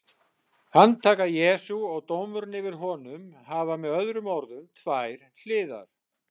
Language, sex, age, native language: Icelandic, male, 60-69, Icelandic